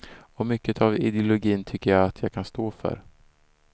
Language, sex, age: Swedish, male, 34